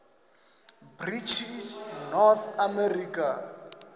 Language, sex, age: Venda, male, 27